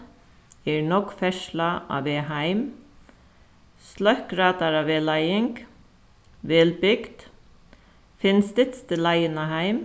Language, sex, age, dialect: Faroese, female, 36-60, Suðuroy